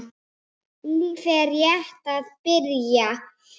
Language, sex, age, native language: Icelandic, male, 8, Icelandic